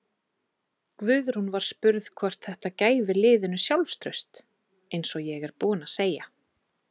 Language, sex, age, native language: Icelandic, female, 30-39, Icelandic